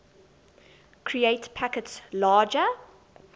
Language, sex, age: English, female, 22